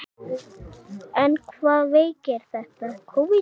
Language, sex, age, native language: Icelandic, male, 8, Icelandic